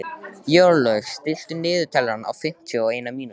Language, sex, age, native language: Icelandic, male, 13, Icelandic